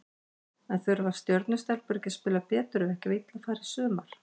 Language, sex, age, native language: Icelandic, female, 50-59, Icelandic